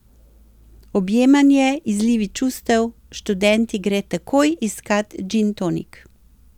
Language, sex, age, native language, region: Slovenian, female, 60+, Slovenian, Central Slovenia